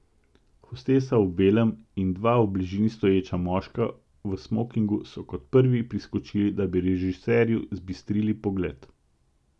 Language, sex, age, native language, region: Slovenian, male, 50-59, Slovenian, Central Slovenia